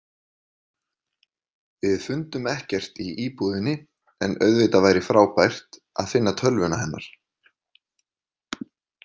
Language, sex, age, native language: Icelandic, male, 30-39, Icelandic